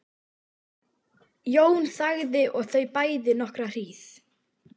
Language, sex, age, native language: Icelandic, female, 12, Icelandic